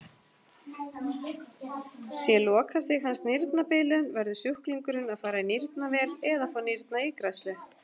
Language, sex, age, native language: Icelandic, female, 40-49, Icelandic